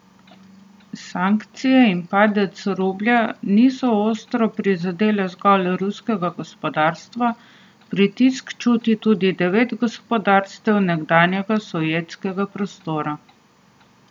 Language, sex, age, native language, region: Slovenian, female, 30-49, Slovenian, Southeast Slovenia